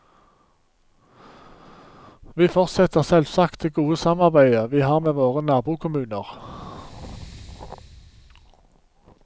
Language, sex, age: Norwegian, male, 47